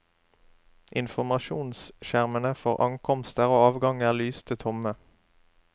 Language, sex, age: Norwegian, male, 27